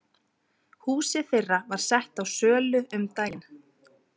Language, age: Icelandic, 20-29